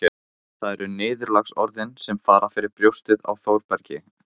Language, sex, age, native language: Icelandic, male, 15, Icelandic